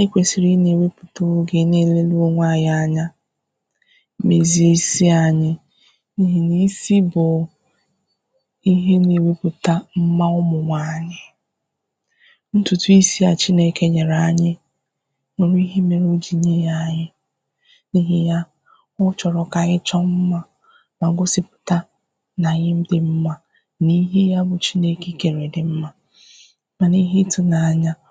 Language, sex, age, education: Igbo, female, 15-29, tertiary